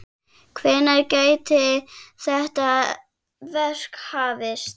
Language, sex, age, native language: Icelandic, female, 7, Icelandic